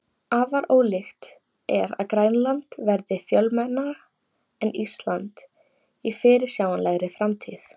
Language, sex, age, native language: Icelandic, female, 18-19, Icelandic